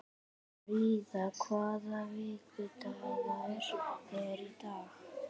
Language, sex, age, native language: Icelandic, female, 18-19, Icelandic